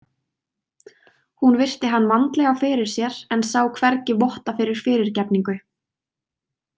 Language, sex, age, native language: Icelandic, female, 20-29, Icelandic